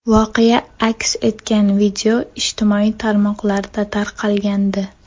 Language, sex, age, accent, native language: Uzbek, female, 12-17, Namangan, Uzbek